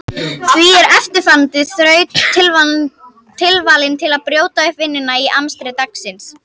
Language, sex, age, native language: Icelandic, female, 50-59, Icelandic